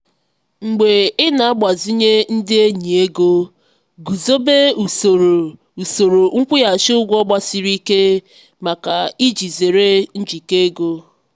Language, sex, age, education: Igbo, female, 15-29, tertiary